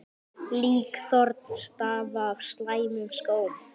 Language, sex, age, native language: Icelandic, male, 10, Icelandic